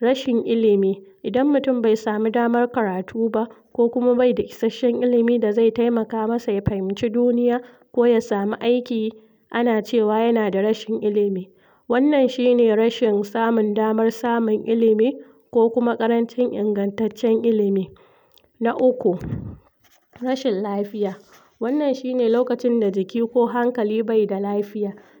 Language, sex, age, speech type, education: Hausa, female, 46-60, spontaneous, tertiary